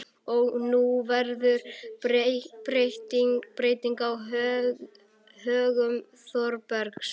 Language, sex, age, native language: Icelandic, male, 11, Icelandic